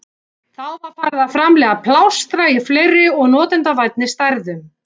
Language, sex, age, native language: Icelandic, female, 40-49, Icelandic